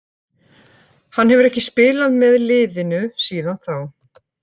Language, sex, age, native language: Icelandic, female, 50-59, Icelandic